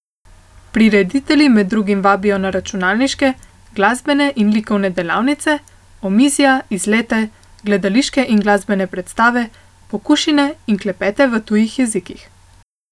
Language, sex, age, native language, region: Slovenian, female, 18-29, Slovenian, Central Slovenia